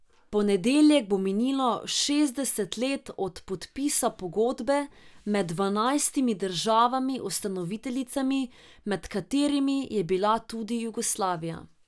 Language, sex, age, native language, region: Slovenian, female, 18-29, Slovenian, Drava region